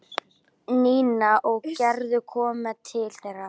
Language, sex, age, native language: Icelandic, female, 12, Icelandic